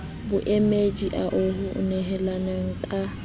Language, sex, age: Southern Sotho, female, 19